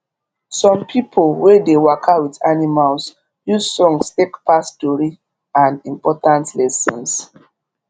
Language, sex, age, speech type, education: Nigerian Pidgin, female, 15-29, spontaneous, tertiary